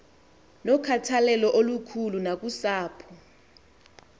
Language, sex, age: Xhosa, female, 20